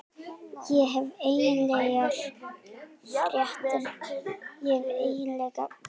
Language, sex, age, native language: Icelandic, female, 18-19, Icelandic